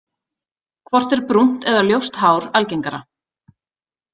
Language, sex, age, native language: Icelandic, female, 30-39, Icelandic